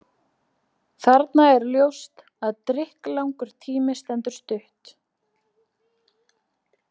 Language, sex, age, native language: Icelandic, female, 20-29, Icelandic